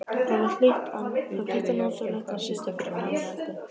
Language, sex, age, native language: Icelandic, female, 15, Icelandic